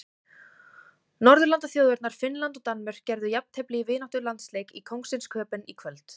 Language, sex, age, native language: Icelandic, female, 18-19, Icelandic